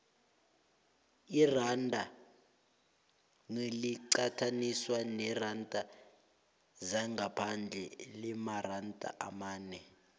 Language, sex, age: South Ndebele, male, 22